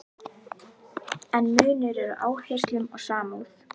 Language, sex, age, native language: Icelandic, female, 11, Icelandic